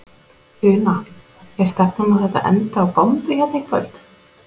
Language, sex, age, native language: Icelandic, female, 30-39, Icelandic